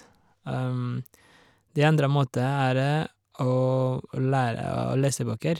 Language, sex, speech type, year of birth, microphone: Norwegian, male, spontaneous, 1986, Shure